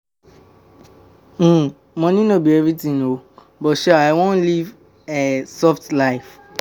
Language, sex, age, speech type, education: Nigerian Pidgin, male, 15-29, spontaneous, tertiary